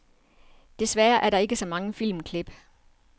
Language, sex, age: Danish, female, 47